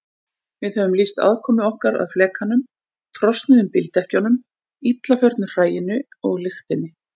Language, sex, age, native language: Icelandic, female, 40-49, Icelandic